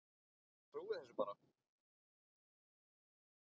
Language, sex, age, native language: Icelandic, male, 9, Icelandic